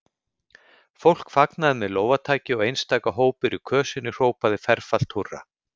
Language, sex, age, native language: Icelandic, male, 50-59, Icelandic